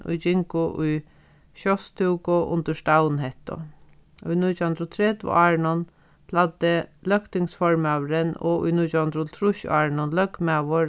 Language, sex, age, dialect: Faroese, female, 36-60, Sandoy